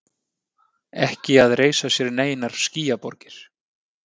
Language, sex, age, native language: Icelandic, male, 30-39, Icelandic